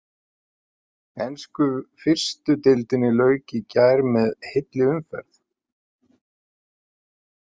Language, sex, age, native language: Icelandic, male, 50-59, Icelandic